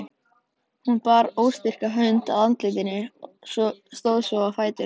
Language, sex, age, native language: Icelandic, male, 13, Icelandic